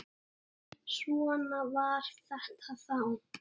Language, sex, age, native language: Icelandic, male, 6, Icelandic